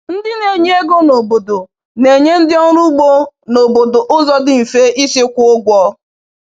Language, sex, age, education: Igbo, female, 15-29, tertiary